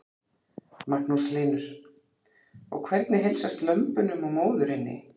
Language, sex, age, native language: Icelandic, female, 40-49, Icelandic